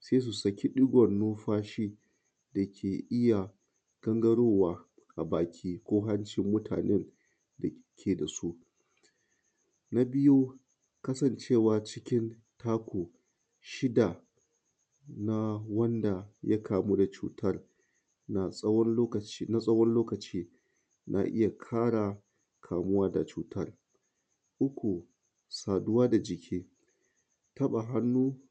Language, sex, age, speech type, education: Hausa, male, 30-45, spontaneous, tertiary